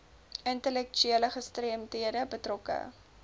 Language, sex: Afrikaans, female